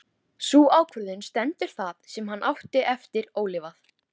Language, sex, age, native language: Icelandic, female, 13, Icelandic